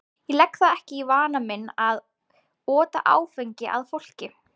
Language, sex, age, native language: Icelandic, female, 20-29, Icelandic